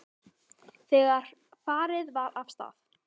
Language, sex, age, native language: Icelandic, female, 18-19, Icelandic